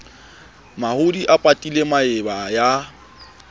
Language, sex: Southern Sotho, male